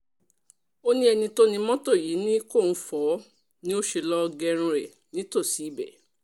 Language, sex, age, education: Yoruba, female, 30-45, tertiary